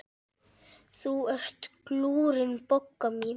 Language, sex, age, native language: Icelandic, female, 7, Icelandic